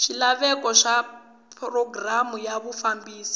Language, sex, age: Tsonga, female, 20